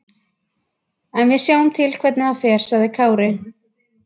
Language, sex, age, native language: Icelandic, female, 20-29, Icelandic